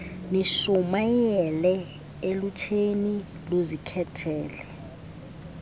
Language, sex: Xhosa, female